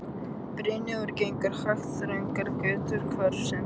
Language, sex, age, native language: Icelandic, male, 13, Icelandic